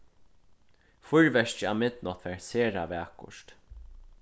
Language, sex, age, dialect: Faroese, male, 15-35, Suðurstreymoy